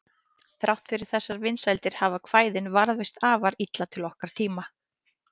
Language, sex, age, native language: Icelandic, female, 30-39, Icelandic